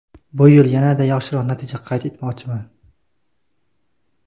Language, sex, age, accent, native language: Uzbek, male, 19-29, Qashqadaryo, Uzbek